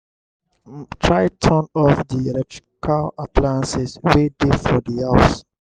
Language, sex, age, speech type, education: Nigerian Pidgin, male, 60+, spontaneous, tertiary